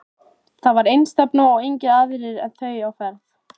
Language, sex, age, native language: Icelandic, female, 13, Icelandic